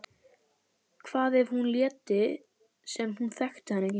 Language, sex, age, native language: Icelandic, female, 11, Icelandic